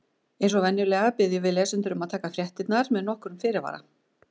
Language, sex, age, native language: Icelandic, female, 40-49, Icelandic